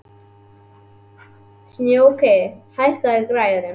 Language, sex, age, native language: Icelandic, male, 11, Icelandic